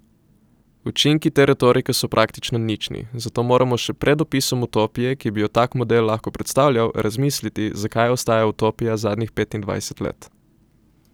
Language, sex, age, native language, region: Slovenian, male, 18-29, Slovenian, Coastal Karst region